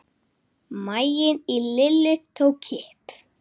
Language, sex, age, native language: Icelandic, female, 8, Icelandic